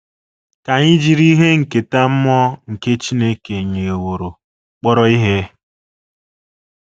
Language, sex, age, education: Igbo, female, 15-29, tertiary